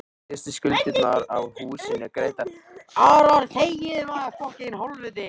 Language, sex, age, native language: Icelandic, male, 18-19, Icelandic